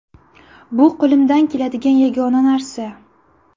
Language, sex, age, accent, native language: Uzbek, female, 18-24, Buxoro, Uzbek